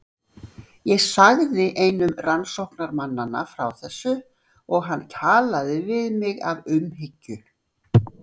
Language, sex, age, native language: Icelandic, female, 60-69, Icelandic